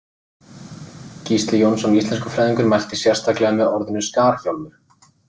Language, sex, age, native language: Icelandic, male, 30-39, Icelandic